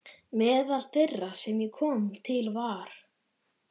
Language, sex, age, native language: Icelandic, male, 11, Icelandic